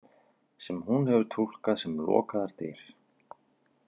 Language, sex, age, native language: Icelandic, male, 40-49, Icelandic